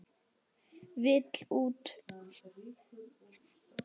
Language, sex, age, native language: Icelandic, male, 10, Icelandic